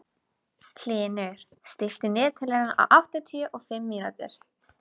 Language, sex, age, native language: Icelandic, female, 12, Icelandic